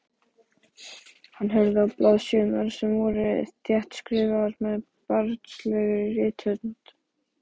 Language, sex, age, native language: Icelandic, male, 12, Icelandic